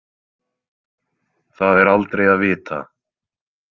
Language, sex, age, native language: Icelandic, male, 20-29, Icelandic